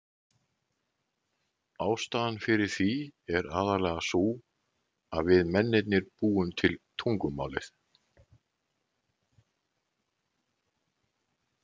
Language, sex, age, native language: Icelandic, male, 70-79, Icelandic